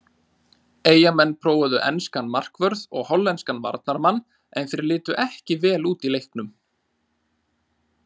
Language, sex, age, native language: Icelandic, male, 30-39, Icelandic